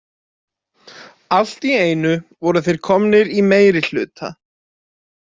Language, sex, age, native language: Icelandic, male, 20-29, Icelandic